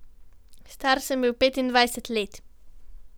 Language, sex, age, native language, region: Slovenian, female, 12-17, Slovenian, Gorenjska region